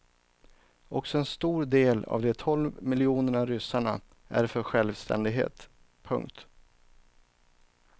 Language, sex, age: Swedish, male, 39